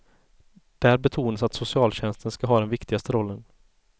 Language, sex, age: Swedish, male, 30